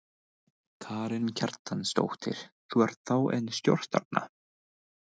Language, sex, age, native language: Icelandic, male, 20-29, English